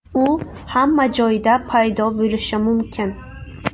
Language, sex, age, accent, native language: Uzbek, female, 18-24, Buxoro, Uzbek